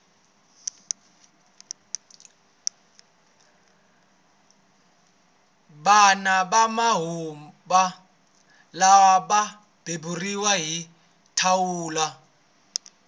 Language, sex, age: Tsonga, male, 26